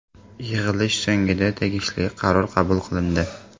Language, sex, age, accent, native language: Uzbek, male, 18-24, Samarqand, Uzbek